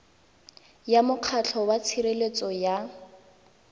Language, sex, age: Tswana, female, 19